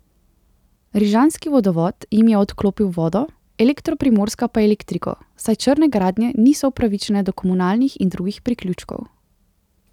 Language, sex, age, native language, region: Slovenian, female, 18-29, Slovenian, Central Slovenia